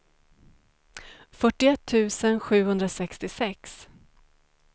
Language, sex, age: Swedish, female, 35